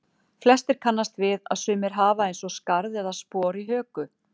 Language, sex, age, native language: Icelandic, female, 40-49, Icelandic